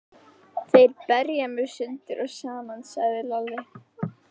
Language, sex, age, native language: Icelandic, female, 11, Icelandic